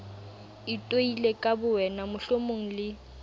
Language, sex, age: Southern Sotho, female, 18